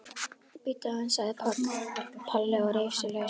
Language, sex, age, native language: Icelandic, female, 12, Icelandic